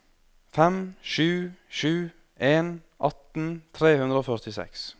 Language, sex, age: Norwegian, male, 21